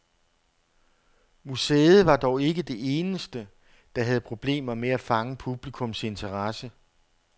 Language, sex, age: Danish, male, 48